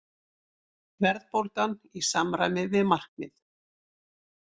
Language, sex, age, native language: Icelandic, female, 60-69, Icelandic